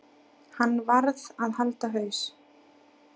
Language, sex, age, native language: Icelandic, female, 8, Icelandic